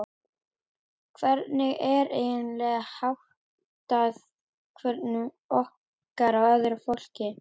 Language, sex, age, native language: Icelandic, female, 12, Icelandic